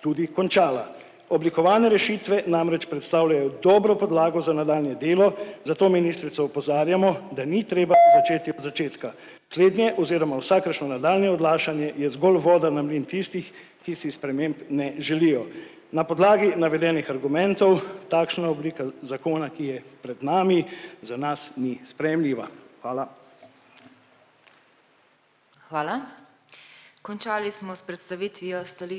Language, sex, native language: Slovenian, male, Slovenian